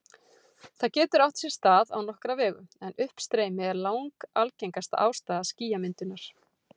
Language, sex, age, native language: Icelandic, female, 40-49, Icelandic